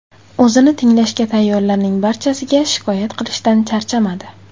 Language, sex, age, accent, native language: Uzbek, female, 18-24, Jizzax, Uzbek